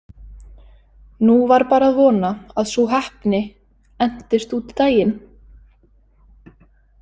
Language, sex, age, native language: Icelandic, female, 20-29, Icelandic